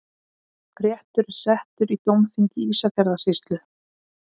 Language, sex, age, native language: Icelandic, female, 30-39, Icelandic